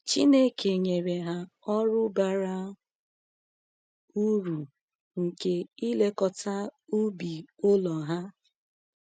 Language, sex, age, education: Igbo, female, 15-29, tertiary